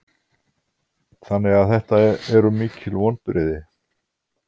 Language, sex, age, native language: Icelandic, male, 50-59, Icelandic